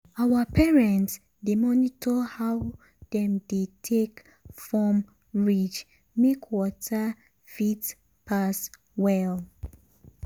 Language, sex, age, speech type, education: Nigerian Pidgin, female, 15-29, spontaneous, tertiary